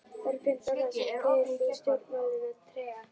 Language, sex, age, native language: Icelandic, female, 11, Icelandic